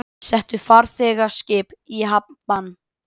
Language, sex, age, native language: Icelandic, female, 30-39, Icelandic